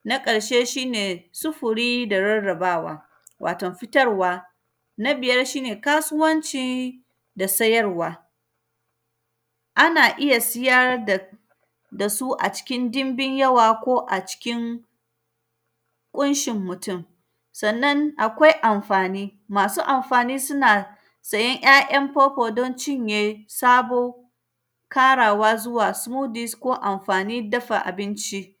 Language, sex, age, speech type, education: Hausa, female, 30-45, spontaneous, tertiary